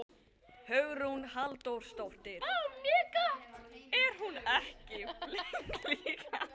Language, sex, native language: Icelandic, other, Chinese